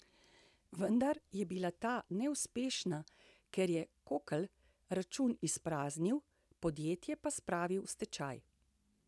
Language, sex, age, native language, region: Slovenian, female, 60+, Slovenian, Central Slovenia